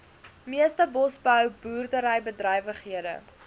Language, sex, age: Afrikaans, female, 19